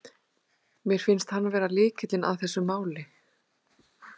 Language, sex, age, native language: Icelandic, female, 30-39, Icelandic